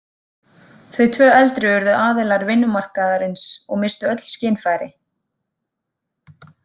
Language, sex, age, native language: Icelandic, female, 30-39, Icelandic